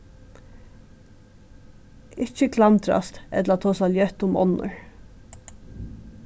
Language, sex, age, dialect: Faroese, female, 36-60, Suðurstreymoy